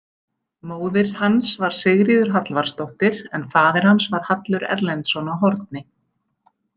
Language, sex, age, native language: Icelandic, female, 40-49, Icelandic